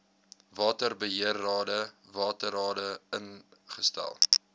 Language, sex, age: Afrikaans, male, 22